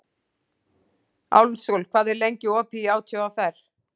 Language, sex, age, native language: Icelandic, female, 40-49, Icelandic